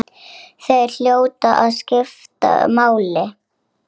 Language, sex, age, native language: Icelandic, female, 7, Icelandic